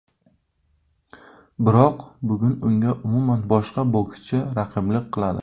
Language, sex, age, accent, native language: Uzbek, male, 19-29, Surxondaryo, Uzbek